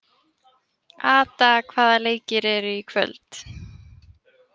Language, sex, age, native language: Icelandic, female, 18-19, Icelandic